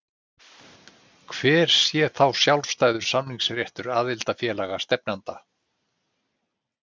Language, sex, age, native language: Icelandic, male, 60-69, Icelandic